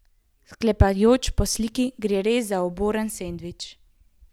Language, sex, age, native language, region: Slovenian, female, 18-29, Slovenian, Central Slovenia